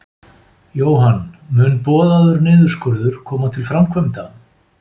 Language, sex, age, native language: Icelandic, male, 50-59, Icelandic